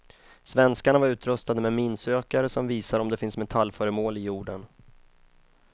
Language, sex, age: Swedish, male, 31